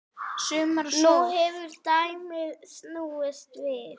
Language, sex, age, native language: Icelandic, female, 8, Icelandic